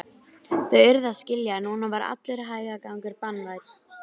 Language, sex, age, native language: Icelandic, female, 12, Icelandic